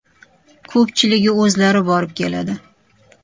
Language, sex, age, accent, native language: Uzbek, female, 35+, Toshkent shahri, Uzbek